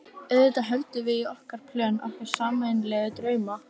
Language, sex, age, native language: Icelandic, female, 11, Icelandic